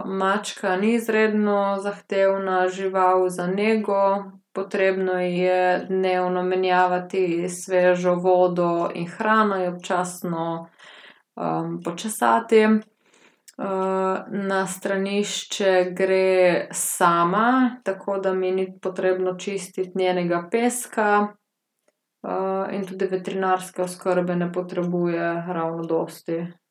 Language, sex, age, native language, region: Slovenian, female, 18-29, Slovenian, Gorica region